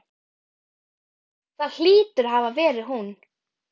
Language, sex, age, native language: Icelandic, female, 12, Icelandic